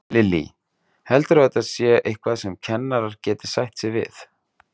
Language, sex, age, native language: Icelandic, male, 30-39, Icelandic